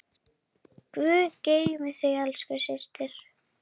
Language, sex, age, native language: Icelandic, female, 10, Icelandic